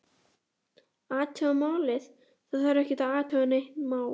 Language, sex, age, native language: Icelandic, female, 11, Icelandic